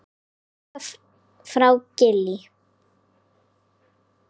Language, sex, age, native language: Icelandic, female, 10, Icelandic